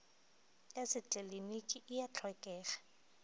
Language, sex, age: Northern Sotho, female, 23